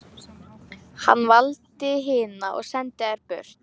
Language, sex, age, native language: Icelandic, female, 11, Icelandic